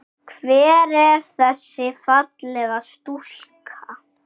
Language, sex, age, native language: Icelandic, male, 6, Icelandic